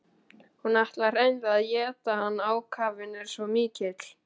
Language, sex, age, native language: Icelandic, male, 12, Icelandic